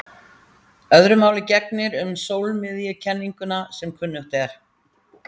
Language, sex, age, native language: Icelandic, female, 60-69, Icelandic